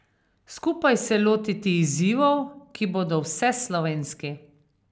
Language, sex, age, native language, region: Slovenian, female, 50-59, Slovenian, Carinthia region